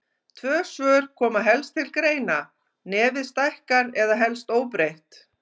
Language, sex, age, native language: Icelandic, female, 50-59, Icelandic